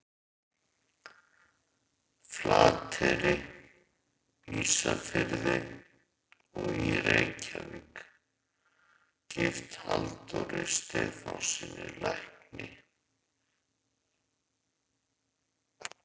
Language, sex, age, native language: Icelandic, male, 50-59, Icelandic